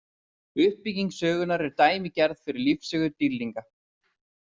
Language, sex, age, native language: Icelandic, male, 30-39, Icelandic